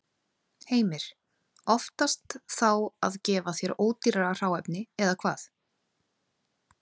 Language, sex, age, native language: Icelandic, female, 30-39, Icelandic